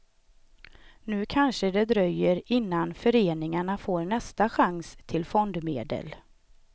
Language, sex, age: Swedish, female, 38